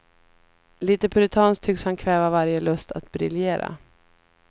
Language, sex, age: Swedish, female, 33